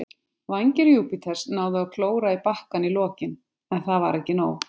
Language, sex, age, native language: Icelandic, female, 50-59, Icelandic